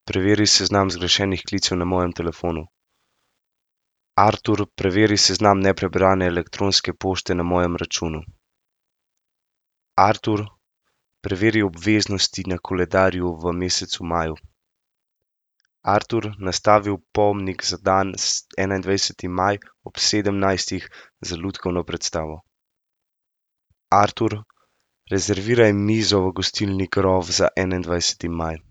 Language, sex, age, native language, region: Slovenian, male, 18-29, Slovenian, Central Slovenia